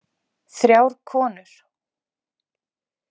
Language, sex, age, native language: Icelandic, female, 40-49, Icelandic